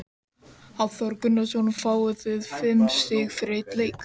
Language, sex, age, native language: Icelandic, male, 13, Icelandic